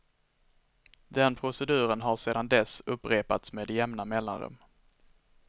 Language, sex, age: Swedish, male, 21